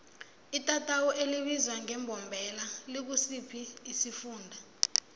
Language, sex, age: South Ndebele, female, 22